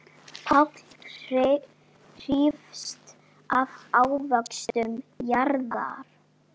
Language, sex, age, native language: Icelandic, female, 9, Icelandic